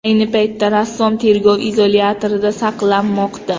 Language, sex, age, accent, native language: Uzbek, female, 25-34, Qashqadaryo, Uzbek